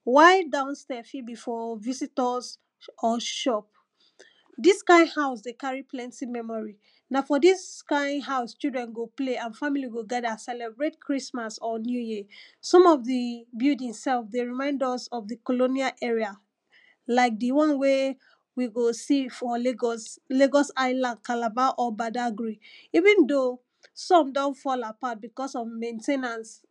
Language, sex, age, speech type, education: Nigerian Pidgin, female, 15-29, spontaneous, tertiary